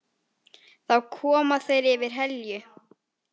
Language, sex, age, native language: Icelandic, female, 18-19, Icelandic